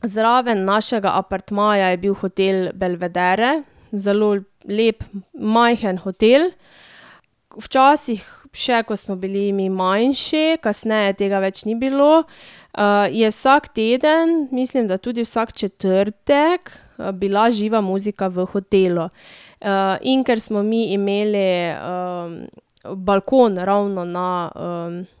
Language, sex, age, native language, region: Slovenian, female, 18-29, Slovenian, Drava region